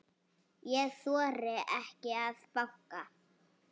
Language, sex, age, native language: Icelandic, female, 6, Icelandic